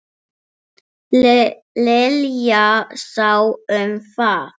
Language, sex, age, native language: Icelandic, female, 7, English